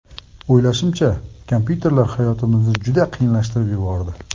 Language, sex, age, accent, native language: Uzbek, male, 25-34, Sirdaryo, Uzbek